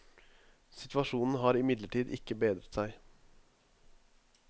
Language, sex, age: Norwegian, male, 21